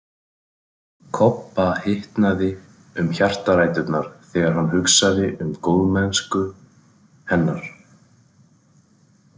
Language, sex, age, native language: Icelandic, male, 40-49, Icelandic